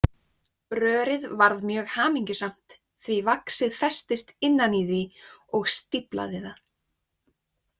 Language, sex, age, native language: Icelandic, female, 20-29, Icelandic